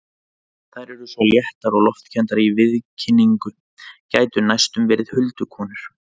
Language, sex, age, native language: Icelandic, male, 30-39, Icelandic